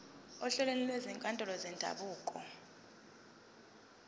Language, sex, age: Zulu, female, 22